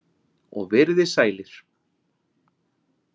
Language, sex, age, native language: Icelandic, male, 40-49, Icelandic